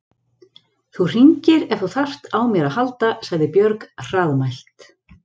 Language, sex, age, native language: Icelandic, female, 40-49, Icelandic